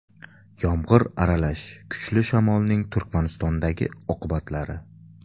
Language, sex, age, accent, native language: Uzbek, male, 25-34, Samarqand, Uzbek